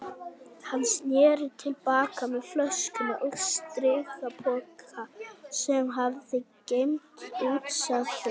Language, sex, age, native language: Icelandic, female, 18-19, Icelandic